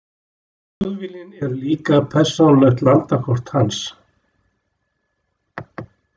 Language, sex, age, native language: Icelandic, male, 60-69, Icelandic